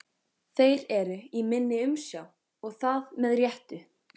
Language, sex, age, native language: Icelandic, female, 14, Icelandic